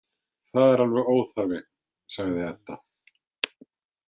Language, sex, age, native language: Icelandic, male, 50-59, Icelandic